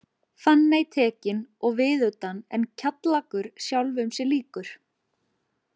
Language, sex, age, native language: Icelandic, female, 20-29, Icelandic